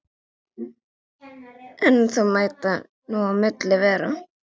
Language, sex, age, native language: Icelandic, female, 11, Icelandic